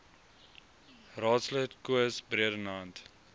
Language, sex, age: Afrikaans, male, 19